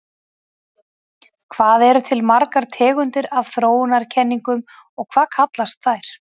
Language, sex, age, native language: Icelandic, female, 40-49, Icelandic